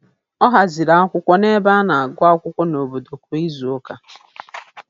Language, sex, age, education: Igbo, female, 30-45, tertiary